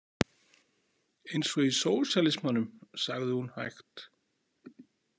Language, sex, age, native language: Icelandic, male, 40-49, Icelandic